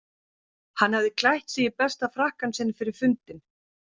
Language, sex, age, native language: Icelandic, female, 50-59, Icelandic